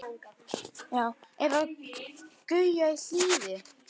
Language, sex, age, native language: Icelandic, male, 9, Icelandic